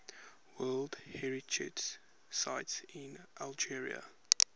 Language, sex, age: English, male, 21